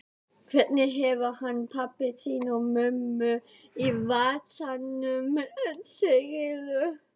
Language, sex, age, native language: Icelandic, female, 12, Icelandic